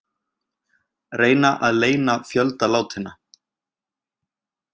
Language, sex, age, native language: Icelandic, male, 20-29, Icelandic